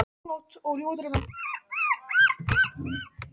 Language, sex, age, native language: Icelandic, male, 10, Icelandic